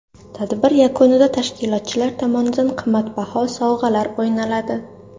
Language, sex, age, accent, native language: Uzbek, female, under 19, Toshkent shahri, Uzbek